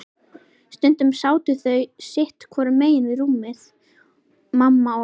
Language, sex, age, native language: Icelandic, female, 11, Icelandic